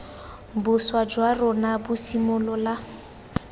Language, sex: Tswana, female